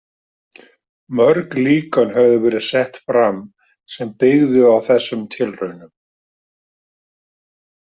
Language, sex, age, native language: Icelandic, male, 50-59, Icelandic